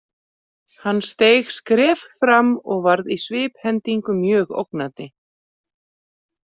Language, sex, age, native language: Icelandic, female, 40-49, Icelandic